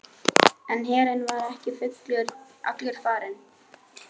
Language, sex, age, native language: Icelandic, male, 11, Icelandic